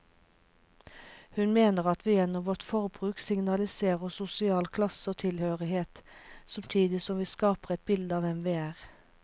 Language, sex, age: Norwegian, female, 36